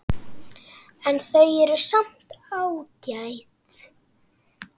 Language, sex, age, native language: Icelandic, female, 9, Icelandic